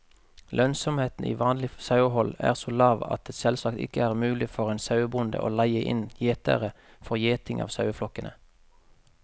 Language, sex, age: Norwegian, male, 33